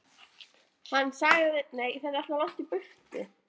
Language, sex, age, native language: Icelandic, male, 9, Icelandic